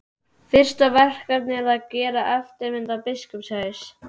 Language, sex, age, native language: Icelandic, male, 12, Icelandic